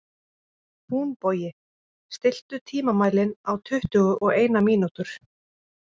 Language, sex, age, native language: Icelandic, female, 30-39, Icelandic